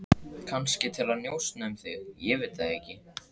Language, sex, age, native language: Icelandic, male, 14, Icelandic